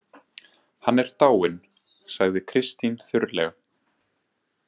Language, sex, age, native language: Icelandic, male, 20-29, Icelandic